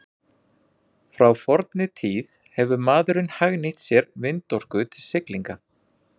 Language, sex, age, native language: Icelandic, male, 40-49, Icelandic